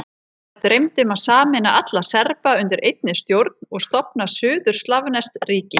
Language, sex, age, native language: Icelandic, female, 30-39, Icelandic